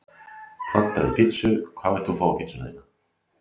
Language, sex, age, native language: Icelandic, male, 30-39, Icelandic